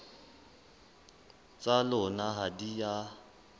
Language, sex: Southern Sotho, male